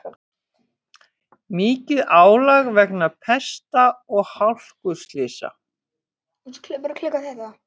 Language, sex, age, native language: Icelandic, female, 50-59, Icelandic